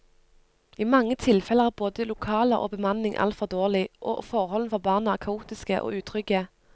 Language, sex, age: Norwegian, female, 25